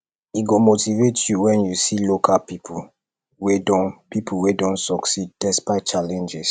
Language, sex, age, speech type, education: Nigerian Pidgin, male, 30-45, spontaneous, tertiary